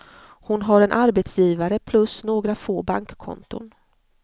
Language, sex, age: Swedish, female, 40